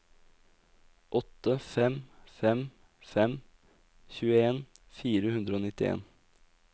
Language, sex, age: Norwegian, male, 20